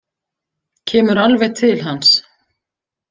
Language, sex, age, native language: Icelandic, female, 50-59, Icelandic